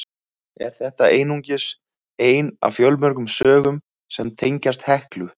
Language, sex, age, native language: Icelandic, male, 30-39, Icelandic